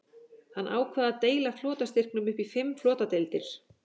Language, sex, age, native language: Icelandic, female, 40-49, Icelandic